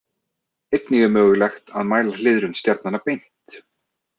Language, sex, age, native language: Icelandic, male, 30-39, Icelandic